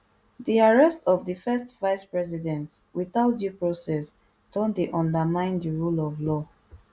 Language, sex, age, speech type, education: Nigerian Pidgin, female, 15-29, spontaneous, tertiary